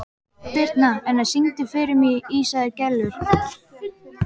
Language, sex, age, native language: Icelandic, male, 12, Icelandic